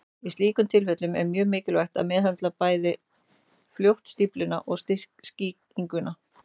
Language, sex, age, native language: Icelandic, female, 30-39, Icelandic